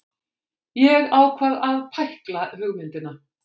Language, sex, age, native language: Icelandic, female, 60-69, Icelandic